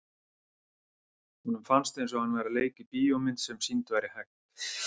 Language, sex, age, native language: Icelandic, male, 30-39, Icelandic